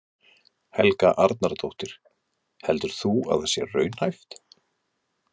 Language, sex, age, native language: Icelandic, male, 50-59, Icelandic